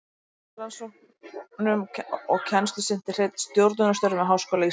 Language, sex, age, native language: Icelandic, female, 30-39, Icelandic